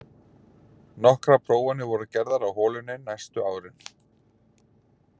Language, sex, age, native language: Icelandic, male, 40-49, Icelandic